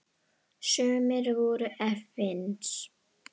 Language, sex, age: Icelandic, female, 10